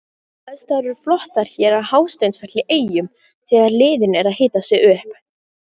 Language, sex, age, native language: Icelandic, female, 18-19, Icelandic